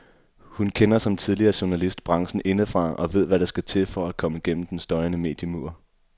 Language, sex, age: Danish, male, 24